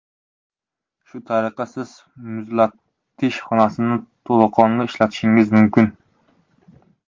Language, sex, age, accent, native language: Uzbek, male, 19-29, Jizzax, Uzbek